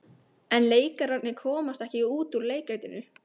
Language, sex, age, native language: Icelandic, female, 15, Icelandic